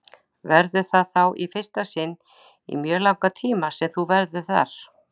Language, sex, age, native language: Icelandic, female, 60-69, Icelandic